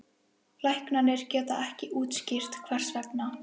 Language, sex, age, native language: Icelandic, female, 11, Icelandic